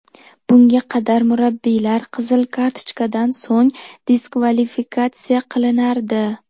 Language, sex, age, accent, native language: Uzbek, female, under 19, Toshkent shahri, Uzbek